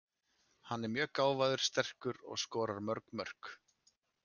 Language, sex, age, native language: Icelandic, male, 30-39, Icelandic